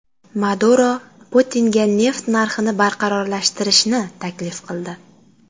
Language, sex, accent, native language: Uzbek, female, Qashqadaryo, Uzbek